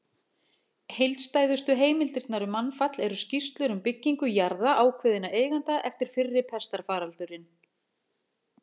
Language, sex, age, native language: Icelandic, female, 40-49, Icelandic